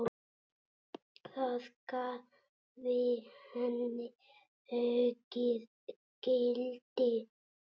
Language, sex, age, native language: Icelandic, male, 8, Icelandic